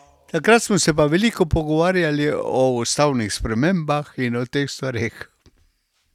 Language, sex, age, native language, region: Slovenian, male, 60+, Slovenian, Carinthia region